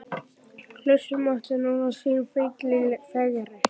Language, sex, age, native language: Icelandic, male, 11, Icelandic